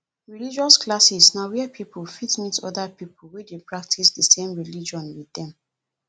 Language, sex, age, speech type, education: Nigerian Pidgin, female, 30-45, spontaneous, tertiary